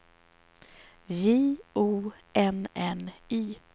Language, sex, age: Swedish, female, 34